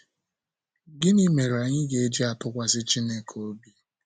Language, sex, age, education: Igbo, male, 15-29, secondary